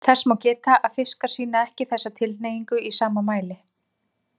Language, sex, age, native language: Icelandic, female, 30-39, Icelandic